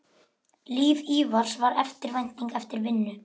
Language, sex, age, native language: Icelandic, male, 11, Icelandic